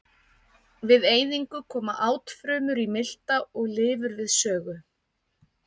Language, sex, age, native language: Icelandic, female, 50-59, Icelandic